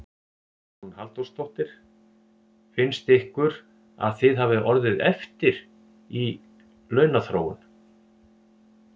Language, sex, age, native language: Icelandic, male, 50-59, Icelandic